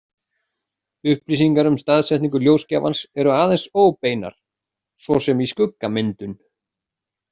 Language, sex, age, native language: Icelandic, male, 40-49, Icelandic